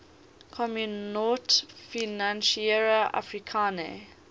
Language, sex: English, female